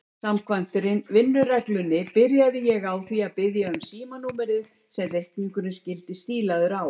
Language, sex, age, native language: Icelandic, female, 70-79, Icelandic